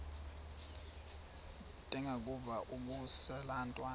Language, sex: Xhosa, male